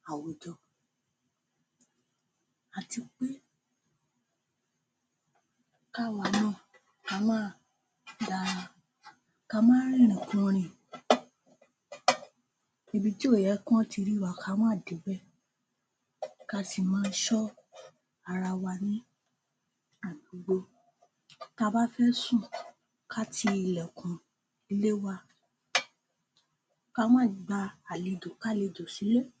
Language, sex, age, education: Yoruba, female, 15-29, tertiary